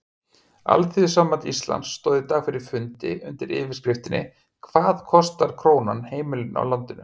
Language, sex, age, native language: Icelandic, male, 50-59, Icelandic